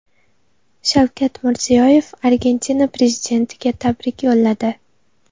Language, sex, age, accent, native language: Uzbek, female, 19-29, Andijon, Uzbek